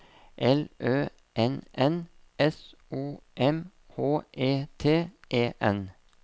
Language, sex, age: Norwegian, male, 57